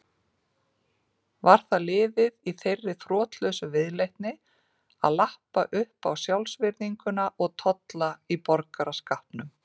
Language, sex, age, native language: Icelandic, female, 40-49, Icelandic